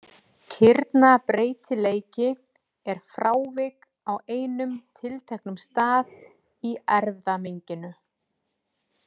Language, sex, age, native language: Icelandic, female, 40-49, Icelandic